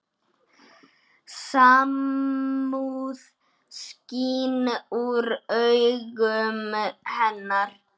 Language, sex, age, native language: Icelandic, male, 9, Icelandic